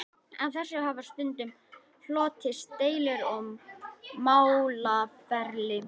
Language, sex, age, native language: Icelandic, male, 11, Icelandic